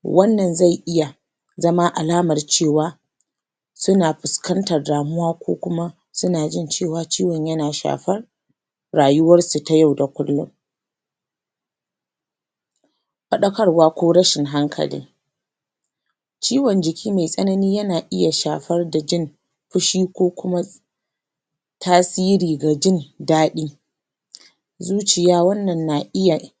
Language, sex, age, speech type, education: Hausa, female, 30-45, spontaneous, tertiary